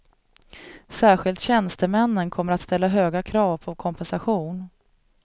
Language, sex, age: Swedish, female, 37